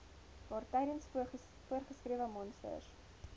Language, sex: Afrikaans, female